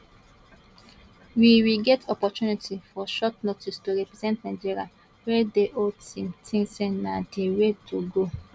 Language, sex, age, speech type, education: Nigerian Pidgin, female, 15-29, spontaneous, tertiary